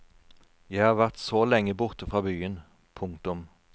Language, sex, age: Norwegian, male, 41